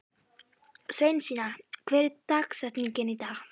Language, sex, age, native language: Icelandic, female, 12, Icelandic